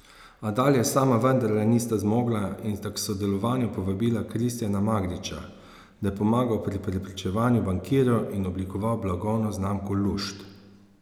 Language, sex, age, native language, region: Slovenian, male, 30-49, Slovenian, Savinja region